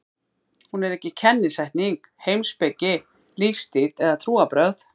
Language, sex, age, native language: Icelandic, female, 50-59, Icelandic